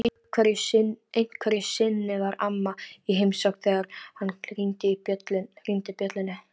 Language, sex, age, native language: Icelandic, female, 13, Icelandic